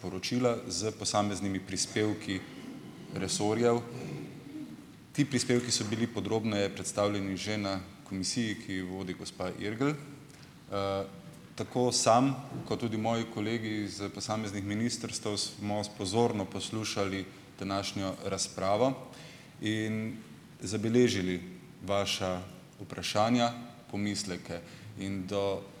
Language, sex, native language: Slovenian, male, Slovenian